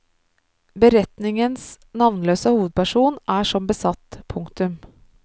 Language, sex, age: Norwegian, female, 33